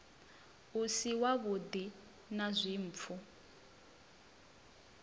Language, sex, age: Venda, female, 22